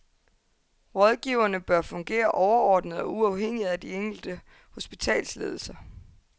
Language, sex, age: Danish, female, 22